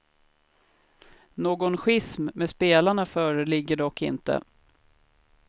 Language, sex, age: Swedish, female, 33